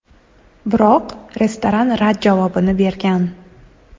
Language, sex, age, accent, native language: Uzbek, female, 19-29, Toshkent shahri, Uzbek